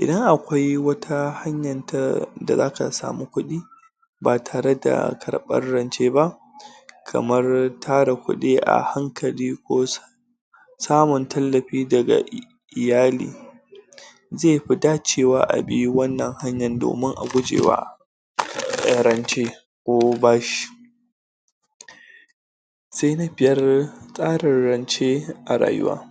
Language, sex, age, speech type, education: Hausa, male, 30-45, spontaneous, tertiary